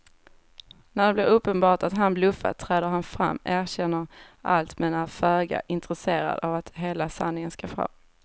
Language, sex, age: Swedish, female, 18